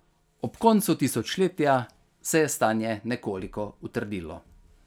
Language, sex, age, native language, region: Slovenian, male, 50-59, Slovenian, Carinthia region